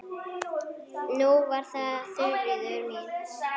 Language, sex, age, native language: Icelandic, female, 9, Icelandic